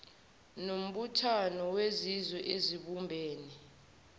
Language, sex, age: Zulu, male, 18